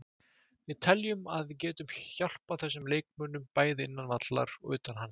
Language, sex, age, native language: Icelandic, male, 20-29, Icelandic